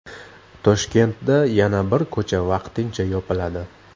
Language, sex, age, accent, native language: Uzbek, male, 25-34, Namangan, Uzbek